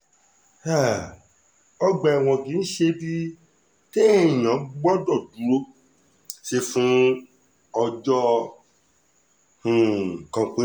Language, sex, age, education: Yoruba, male, 30-45, tertiary